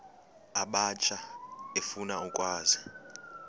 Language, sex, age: Xhosa, male, 32